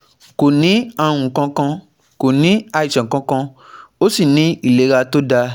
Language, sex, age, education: Yoruba, male, 15-29, tertiary